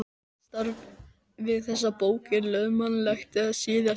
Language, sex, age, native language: Icelandic, male, 13, Icelandic